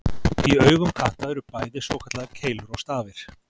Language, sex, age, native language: Icelandic, male, 40-49, Icelandic